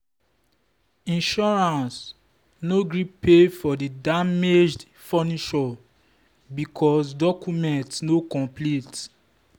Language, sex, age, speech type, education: Nigerian Pidgin, male, 15-29, spontaneous, tertiary